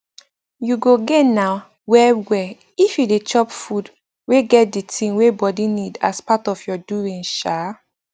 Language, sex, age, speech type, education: Nigerian Pidgin, female, 15-29, spontaneous, tertiary